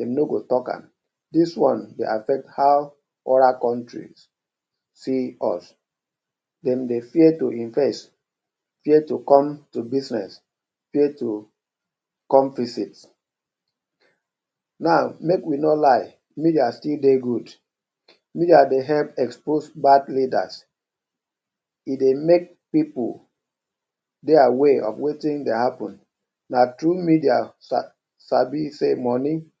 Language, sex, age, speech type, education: Nigerian Pidgin, male, 30-45, spontaneous, tertiary